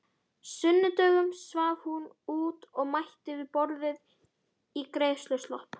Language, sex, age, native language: Icelandic, female, 12, Icelandic